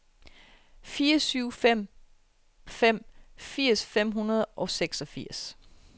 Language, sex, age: Danish, female, 33